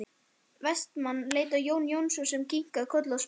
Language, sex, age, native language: Icelandic, male, 11, Icelandic